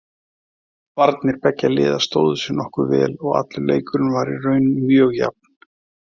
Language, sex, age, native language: Icelandic, male, 30-39, Icelandic